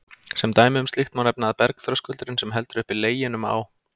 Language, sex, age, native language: Icelandic, male, 30-39, Icelandic